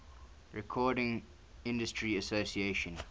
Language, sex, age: English, male, 19